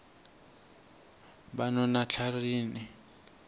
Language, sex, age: South Ndebele, male, 22